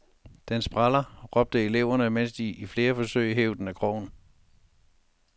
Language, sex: Danish, male